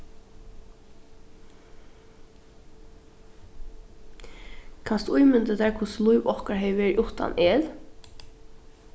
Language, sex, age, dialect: Faroese, female, 15-35, Norðuroyggjar